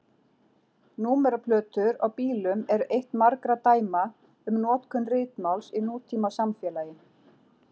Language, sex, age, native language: Icelandic, female, 40-49, Icelandic